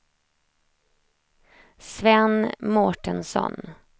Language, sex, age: Swedish, female, 28